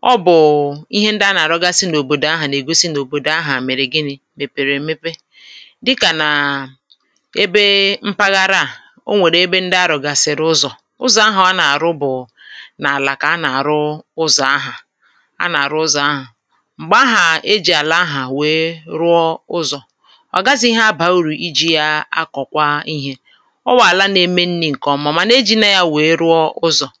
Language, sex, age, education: Igbo, female, 15-29, tertiary